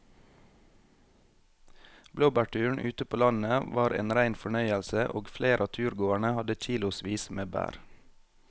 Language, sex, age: Norwegian, male, 21